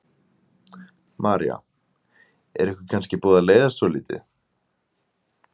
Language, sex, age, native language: Icelandic, male, 20-29, Icelandic